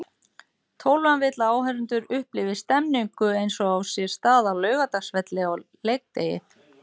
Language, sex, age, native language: Icelandic, female, 40-49, Icelandic